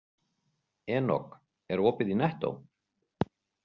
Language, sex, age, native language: Icelandic, male, 40-49, Icelandic